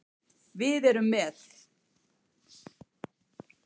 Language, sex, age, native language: Icelandic, female, 70-79, Icelandic